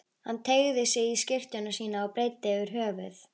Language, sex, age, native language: Icelandic, female, 11, Icelandic